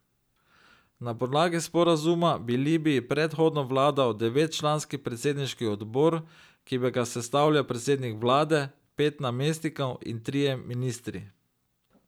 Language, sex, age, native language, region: Slovenian, male, 30-49, Slovenian, Drava region